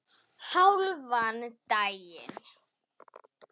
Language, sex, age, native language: Icelandic, female, 10, Icelandic